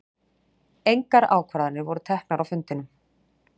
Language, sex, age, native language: Icelandic, female, 40-49, Icelandic